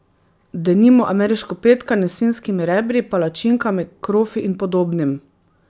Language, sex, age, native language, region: Slovenian, female, 30-49, Slovenian, Drava region